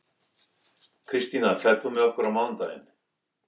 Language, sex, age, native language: Icelandic, male, 11, English